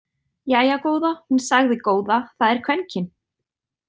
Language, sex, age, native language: Icelandic, female, 30-39, Icelandic